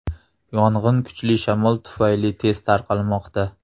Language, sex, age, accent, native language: Uzbek, male, 25-34, Namangan, Uzbek